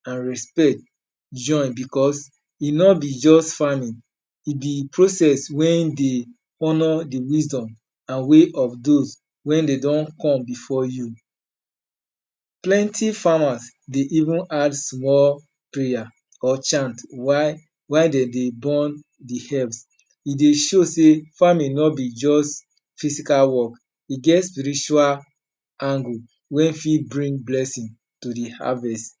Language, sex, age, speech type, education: Nigerian Pidgin, male, 30-45, spontaneous, tertiary